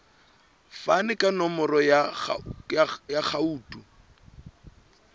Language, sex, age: Southern Sotho, male, 26